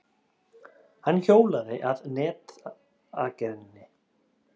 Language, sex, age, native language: Icelandic, male, 30-39, Icelandic